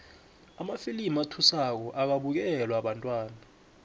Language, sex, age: South Ndebele, male, 21